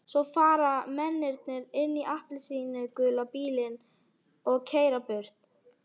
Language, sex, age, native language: Icelandic, female, 12, Icelandic